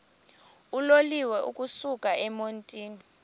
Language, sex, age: Xhosa, female, 20